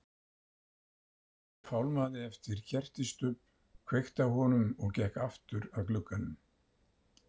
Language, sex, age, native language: Icelandic, male, 70-79, Icelandic